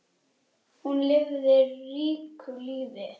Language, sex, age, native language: Icelandic, female, 10, Icelandic